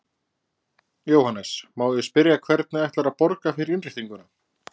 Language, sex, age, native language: Icelandic, male, 20-29, Icelandic